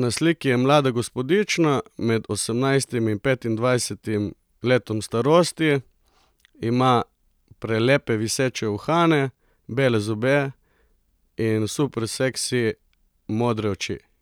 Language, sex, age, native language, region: Slovenian, male, 30-49, Slovenian, Coastal Karst region